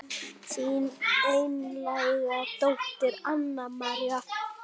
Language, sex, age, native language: Icelandic, female, 9, Icelandic